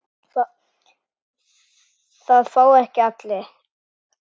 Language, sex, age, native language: Icelandic, female, 9, Icelandic